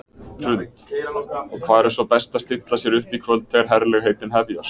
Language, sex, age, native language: Icelandic, male, 20-29, Icelandic